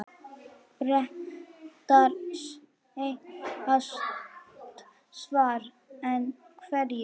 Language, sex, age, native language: Icelandic, female, 9, Icelandic